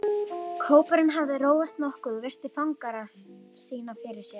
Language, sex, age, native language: Icelandic, female, 12, Icelandic